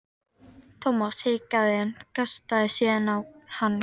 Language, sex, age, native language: Icelandic, female, 13, Icelandic